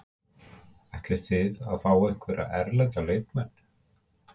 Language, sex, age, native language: Icelandic, male, 50-59, Icelandic